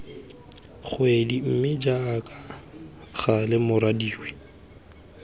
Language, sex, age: Tswana, male, 20